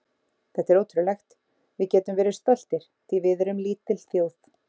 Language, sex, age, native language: Icelandic, female, 30-39, Icelandic